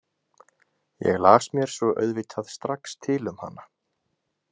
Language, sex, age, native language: Icelandic, male, 20-29, Icelandic